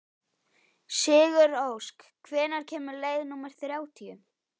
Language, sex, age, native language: Icelandic, male, 12, Icelandic